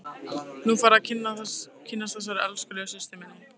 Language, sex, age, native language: Icelandic, female, 15, Icelandic